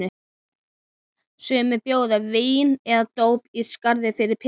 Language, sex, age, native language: Icelandic, female, 12, Icelandic